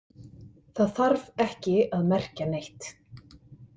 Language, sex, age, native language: Icelandic, male, 50-59, Icelandic